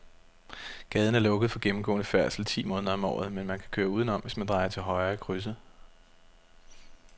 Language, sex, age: Danish, male, 32